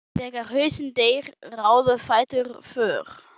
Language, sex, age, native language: Icelandic, male, 12, German